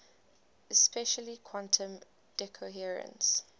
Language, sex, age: English, female, 19